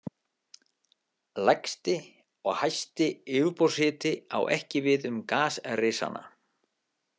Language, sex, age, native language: Icelandic, male, 50-59, Icelandic